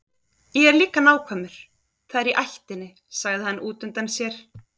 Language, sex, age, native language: Icelandic, female, 30-39, Icelandic